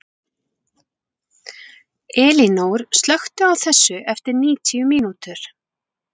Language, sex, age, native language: Icelandic, female, 40-49, Icelandic